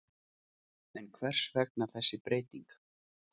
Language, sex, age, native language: Icelandic, male, 40-49, Icelandic